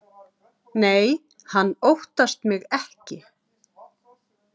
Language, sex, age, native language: Icelandic, female, 40-49, Icelandic